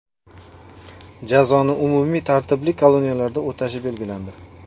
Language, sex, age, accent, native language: Uzbek, male, 25-34, Toshkent viloyati, Uzbek